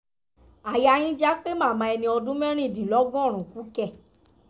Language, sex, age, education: Yoruba, female, 15-29, tertiary